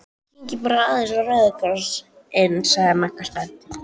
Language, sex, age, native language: Icelandic, female, 13, Icelandic